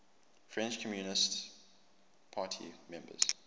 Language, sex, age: English, male, 24